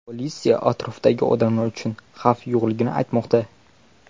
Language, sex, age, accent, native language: Uzbek, male, 18-24, Toshkent viloyati, Uzbek